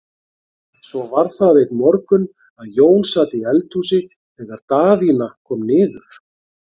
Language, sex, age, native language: Icelandic, male, 40-49, Icelandic